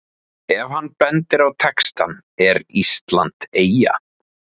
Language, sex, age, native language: Icelandic, male, 30-39, Icelandic